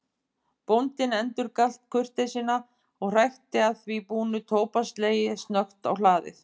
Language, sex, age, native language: Icelandic, female, 50-59, Icelandic